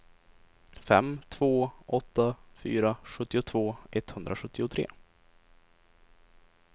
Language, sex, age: Swedish, male, 20